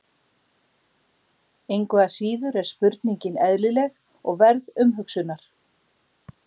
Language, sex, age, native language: Icelandic, female, 60-69, Icelandic